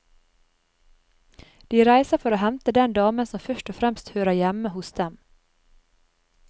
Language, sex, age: Norwegian, female, 30